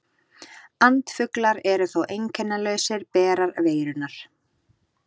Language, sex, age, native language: Icelandic, female, 30-39, Icelandic